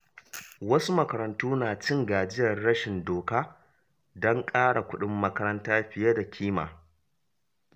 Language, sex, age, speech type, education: Hausa, male, 30-45, read, primary